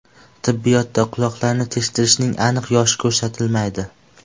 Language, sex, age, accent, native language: Uzbek, male, 12-17, Andijon, Uzbek